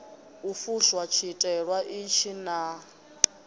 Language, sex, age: Venda, female, 22